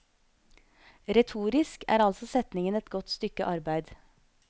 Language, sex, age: Norwegian, female, 25